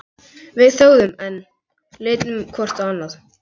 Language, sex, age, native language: Icelandic, male, 11, Icelandic